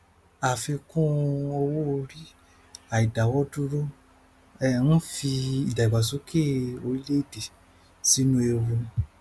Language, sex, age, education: Yoruba, male, 15-29, tertiary